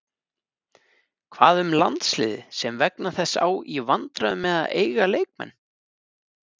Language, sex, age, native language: Icelandic, male, 30-39, Icelandic